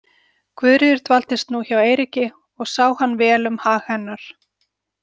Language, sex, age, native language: Icelandic, female, 40-49, Icelandic